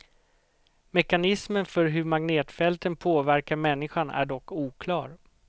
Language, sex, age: Swedish, male, 38